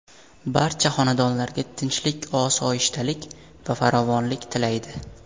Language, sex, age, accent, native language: Uzbek, male, 18-24, Samarqand, Uzbek